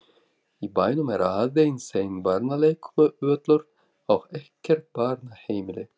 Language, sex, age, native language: Icelandic, male, 40-49, Russian